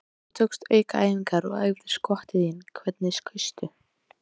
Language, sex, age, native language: Icelandic, female, 18-19, Icelandic